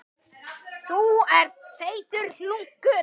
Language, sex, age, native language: Icelandic, male, 10, Icelandic